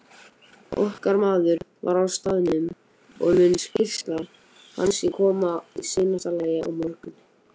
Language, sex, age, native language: Icelandic, male, 18-19, Icelandic